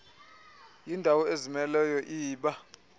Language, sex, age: Xhosa, male, 24